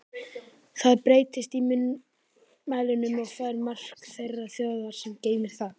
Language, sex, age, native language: Icelandic, male, 18-19, Icelandic